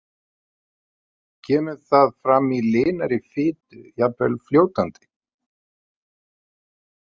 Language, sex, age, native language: Icelandic, male, 50-59, Icelandic